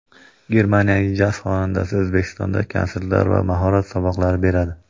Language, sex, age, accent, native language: Uzbek, male, 25-34, Andijon, Uzbek